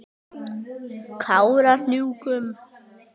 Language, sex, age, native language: Icelandic, male, 18-19, Icelandic